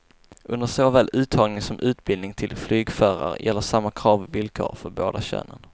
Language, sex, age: Swedish, male, 22